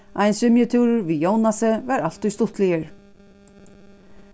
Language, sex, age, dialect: Faroese, female, 36-60, Suðurstreymoy